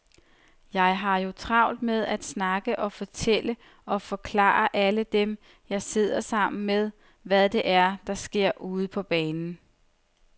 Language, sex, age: Danish, female, 30